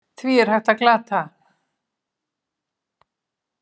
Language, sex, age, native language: Icelandic, female, 70-79, Icelandic